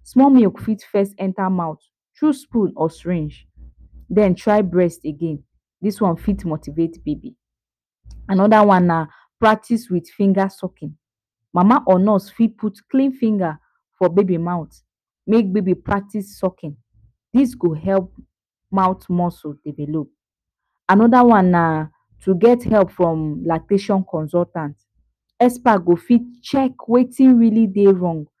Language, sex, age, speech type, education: Nigerian Pidgin, female, 15-29, spontaneous, tertiary